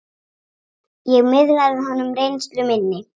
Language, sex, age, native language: Icelandic, female, 7, Icelandic